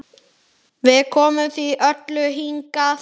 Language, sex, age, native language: Icelandic, male, 10, Icelandic